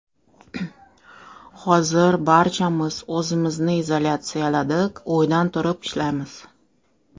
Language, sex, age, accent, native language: Uzbek, female, 35+, Toshkent shahri, Russian